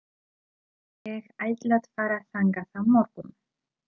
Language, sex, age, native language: Icelandic, female, 30-39, Polish